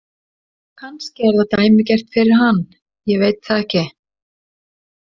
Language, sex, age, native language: Icelandic, female, 60-69, Icelandic